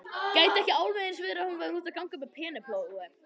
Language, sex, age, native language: Icelandic, male, 21, Icelandic